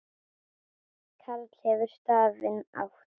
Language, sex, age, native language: Icelandic, female, 10, Icelandic